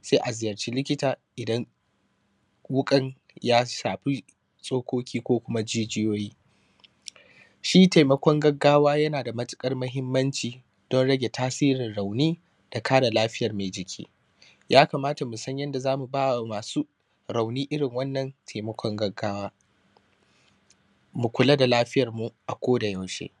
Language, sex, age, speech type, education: Hausa, male, 15-29, spontaneous, secondary